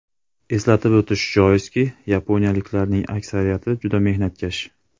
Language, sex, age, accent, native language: Uzbek, male, 25-34, Andijon, Uzbek